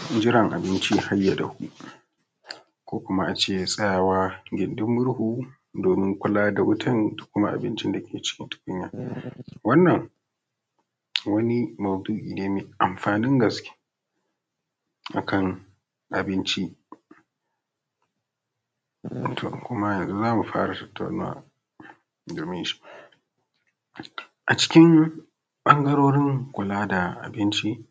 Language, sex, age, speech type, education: Hausa, male, 15-29, spontaneous, tertiary